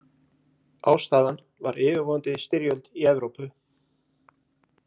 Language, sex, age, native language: Icelandic, male, 50-59, Icelandic